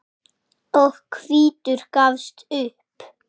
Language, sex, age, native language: Icelandic, male, 6, Icelandic